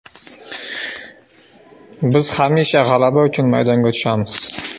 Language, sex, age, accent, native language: Uzbek, male, 25-34, Sirdaryo, Uzbek